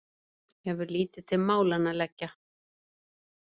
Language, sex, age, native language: Icelandic, female, 50-59, Icelandic